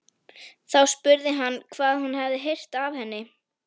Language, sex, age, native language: Icelandic, female, 11, Icelandic